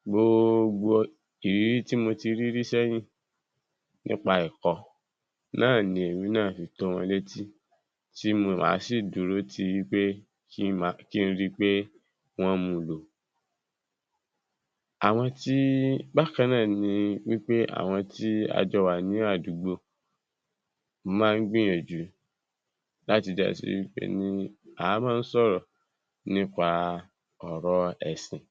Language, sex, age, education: Yoruba, male, 15-29, secondary